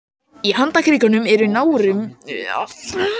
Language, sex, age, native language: Icelandic, male, 18-19, Icelandic